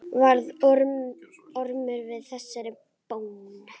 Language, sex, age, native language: Icelandic, female, 8, Icelandic